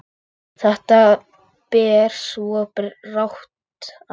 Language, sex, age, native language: Icelandic, male, 8, Icelandic